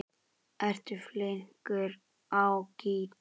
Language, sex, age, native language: Icelandic, male, 10, Icelandic